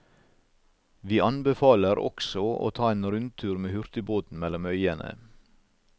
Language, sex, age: Norwegian, male, 56